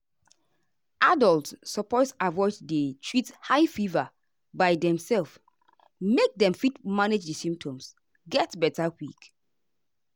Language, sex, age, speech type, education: Nigerian Pidgin, female, 30-45, spontaneous, tertiary